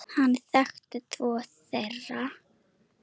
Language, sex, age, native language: Icelandic, female, 9, Icelandic